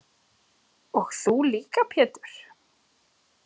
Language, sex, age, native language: Icelandic, female, 30-39, Icelandic